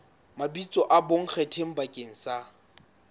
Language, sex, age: Southern Sotho, male, 19